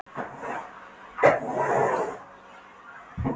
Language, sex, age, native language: Icelandic, female, 12, Polish